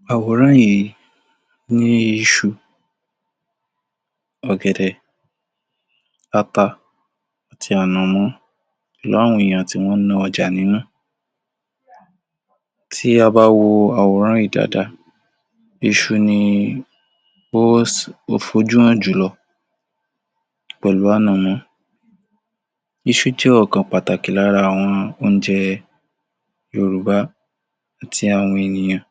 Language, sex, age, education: Yoruba, male, 46-60, tertiary